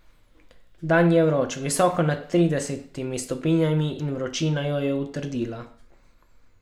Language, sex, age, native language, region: Slovenian, male, 12-17, Slovenian, Carinthia region